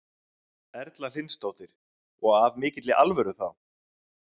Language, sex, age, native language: Icelandic, male, 30-39, Icelandic